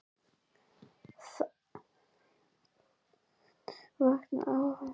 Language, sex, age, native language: Icelandic, female, 11, Icelandic